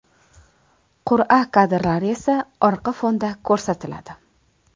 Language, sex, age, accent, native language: Uzbek, female, 25-34, Toshkent viloyati, Uzbek